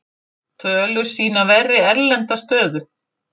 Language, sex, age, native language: Icelandic, female, 50-59, Icelandic